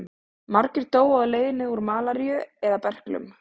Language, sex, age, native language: Icelandic, female, 30-39, Icelandic